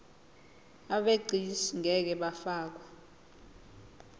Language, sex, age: Zulu, female, 20